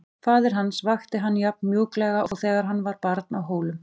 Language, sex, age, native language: Icelandic, female, 40-49, Icelandic